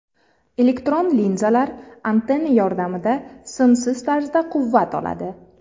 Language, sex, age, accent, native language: Uzbek, female, 30-39, Farg'ona, Uzbek